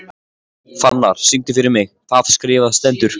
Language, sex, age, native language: Icelandic, male, 14, Icelandic